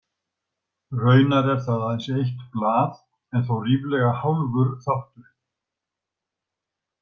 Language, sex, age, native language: Icelandic, male, 60-69, Icelandic